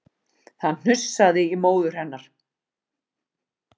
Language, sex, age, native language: Icelandic, female, 40-49, Icelandic